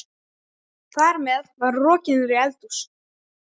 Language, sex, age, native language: Icelandic, male, 12, Icelandic